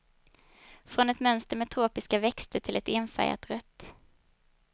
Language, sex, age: Swedish, female, 22